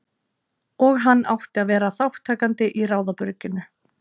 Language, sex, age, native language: Icelandic, female, 30-39, Icelandic